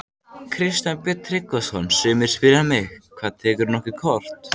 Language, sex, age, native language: Icelandic, male, 14, Icelandic